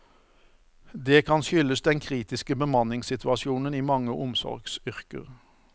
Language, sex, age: Norwegian, male, 54